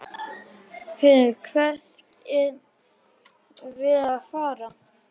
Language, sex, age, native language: Icelandic, male, 12, Icelandic